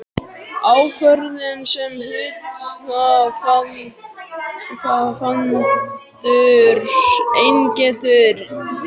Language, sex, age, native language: Icelandic, male, 12, Icelandic